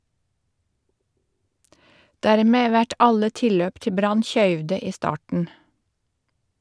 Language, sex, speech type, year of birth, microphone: Norwegian, female, read, 1952, Shure